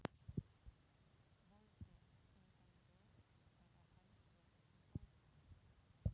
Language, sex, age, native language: Icelandic, female, 40-49, Polish